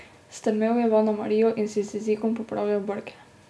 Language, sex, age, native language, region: Slovenian, female, 18-29, Slovenian, Drava region